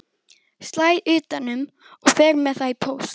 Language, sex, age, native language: Icelandic, female, 12, Icelandic